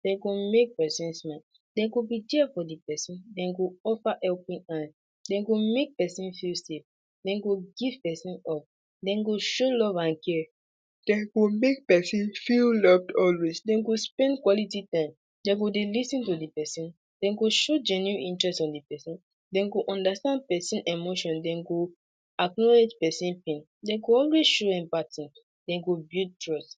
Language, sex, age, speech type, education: Nigerian Pidgin, male, 46-60, spontaneous, secondary